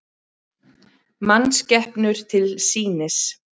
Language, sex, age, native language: Icelandic, female, 30-39, Icelandic